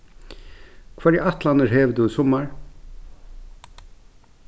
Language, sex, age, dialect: Faroese, male, 36-60, Suðurstreymoy